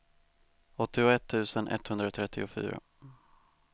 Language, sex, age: Swedish, male, 18